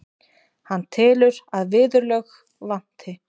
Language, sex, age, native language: Icelandic, female, 20-29, Icelandic